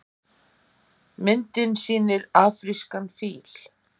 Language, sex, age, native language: Icelandic, female, 50-59, Icelandic